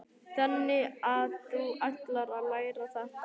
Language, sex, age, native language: Icelandic, male, 12, Icelandic